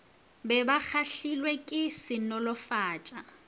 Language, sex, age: Northern Sotho, female, 24